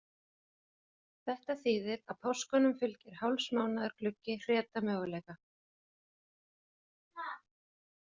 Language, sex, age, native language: Icelandic, female, 40-49, Icelandic